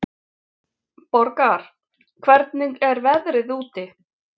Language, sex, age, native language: Icelandic, female, 50-59, Icelandic